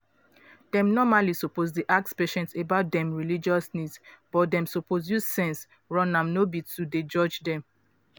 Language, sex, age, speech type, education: Nigerian Pidgin, female, 30-45, spontaneous, tertiary